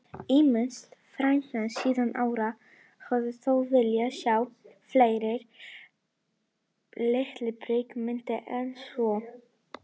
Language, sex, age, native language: Icelandic, female, 40-49, Icelandic